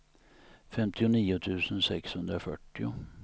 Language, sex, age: Swedish, male, 59